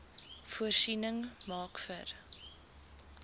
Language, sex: Afrikaans, female